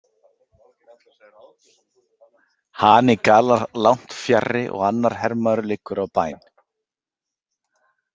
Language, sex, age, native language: Icelandic, male, 40-49, Icelandic